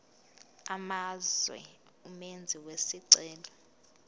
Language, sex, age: Zulu, female, 22